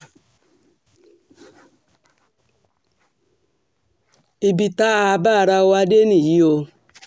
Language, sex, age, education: Yoruba, female, 60+, tertiary